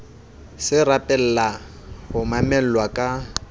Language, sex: Southern Sotho, male